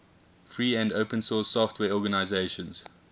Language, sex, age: English, male, 21